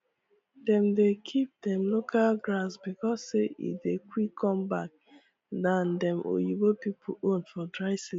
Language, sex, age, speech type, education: Nigerian Pidgin, female, 15-29, spontaneous, tertiary